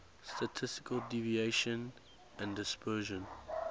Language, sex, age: English, male, 19